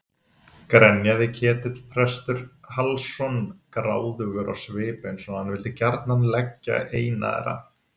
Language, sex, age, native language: Icelandic, male, 30-39, Icelandic